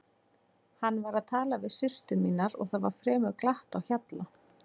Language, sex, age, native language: Icelandic, female, 40-49, Icelandic